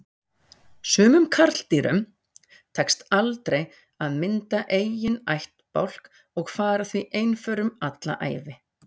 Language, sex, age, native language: Icelandic, female, 40-49, Icelandic